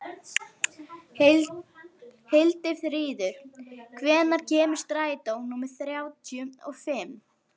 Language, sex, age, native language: Icelandic, female, 11, Icelandic